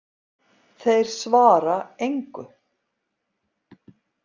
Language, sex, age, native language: Icelandic, female, 50-59, Icelandic